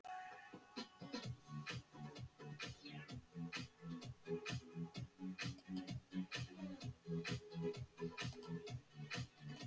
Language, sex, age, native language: Icelandic, male, 60-69, Icelandic